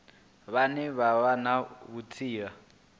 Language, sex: Venda, male